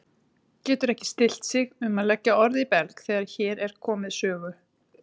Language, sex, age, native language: Icelandic, female, 30-39, Icelandic